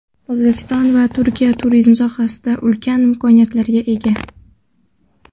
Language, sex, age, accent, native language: Uzbek, female, 18-24, Qoraqalpog'iston, Karakalpak